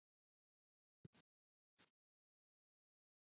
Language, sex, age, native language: Icelandic, female, 30-39, Icelandic